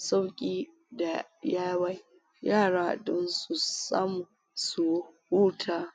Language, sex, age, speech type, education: Hausa, female, 46-60, spontaneous, tertiary